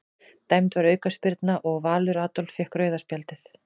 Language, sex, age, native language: Icelandic, female, 40-49, Icelandic